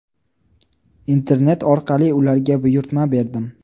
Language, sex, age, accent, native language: Uzbek, male, 18-24, Toshkent viloyati, Uzbek